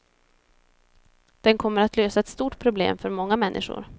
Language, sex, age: Swedish, female, 26